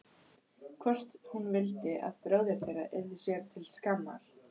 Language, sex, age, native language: Icelandic, female, 12, Icelandic